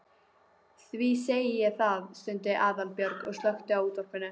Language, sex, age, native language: Icelandic, female, 12, Icelandic